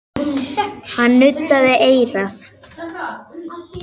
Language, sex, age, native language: Icelandic, female, 9, Icelandic